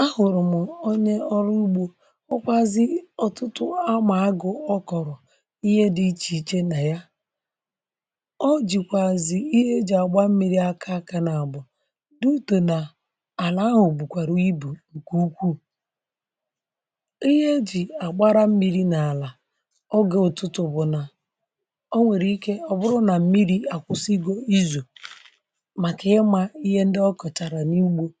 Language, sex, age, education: Igbo, male, 46-60, tertiary